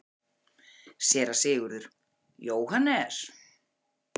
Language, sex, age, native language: Icelandic, female, 40-49, Icelandic